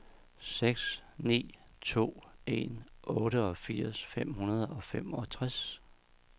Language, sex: Danish, male